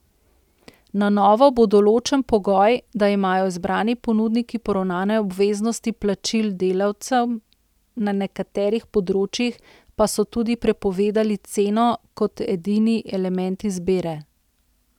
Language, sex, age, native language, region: Slovenian, female, 30-49, Slovenian, Central Slovenia